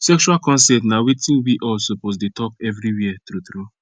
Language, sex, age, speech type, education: Nigerian Pidgin, male, 15-29, spontaneous, secondary